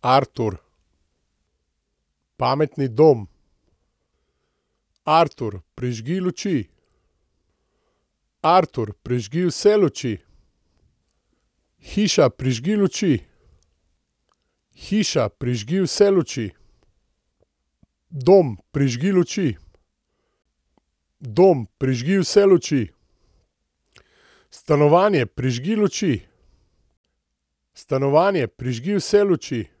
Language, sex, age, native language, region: Slovenian, male, 30-49, Slovenian, Gorenjska region